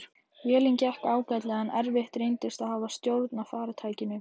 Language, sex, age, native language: Icelandic, female, 18-19, Icelandic